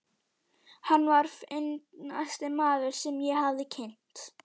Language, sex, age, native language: Icelandic, female, 11, Icelandic